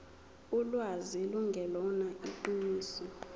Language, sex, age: Zulu, female, 23